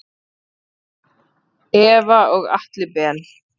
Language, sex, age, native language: Icelandic, female, 30-39, Icelandic